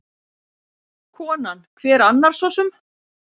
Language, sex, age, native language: Icelandic, female, 50-59, Icelandic